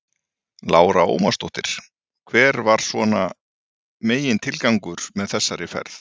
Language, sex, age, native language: Icelandic, male, 40-49, Icelandic